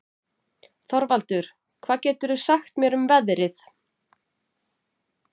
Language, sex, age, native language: Icelandic, female, 40-49, Icelandic